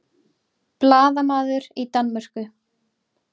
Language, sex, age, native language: Icelandic, female, 30-39, Icelandic